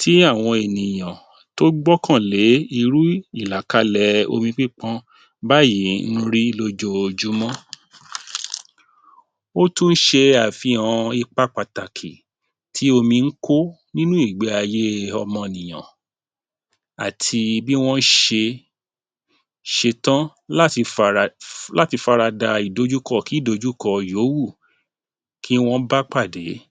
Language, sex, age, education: Yoruba, male, 30-45, tertiary